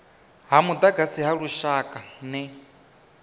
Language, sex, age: Venda, male, 25